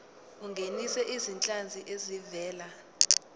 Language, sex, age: Zulu, female, 19